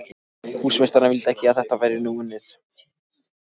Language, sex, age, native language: Icelandic, male, 14, Icelandic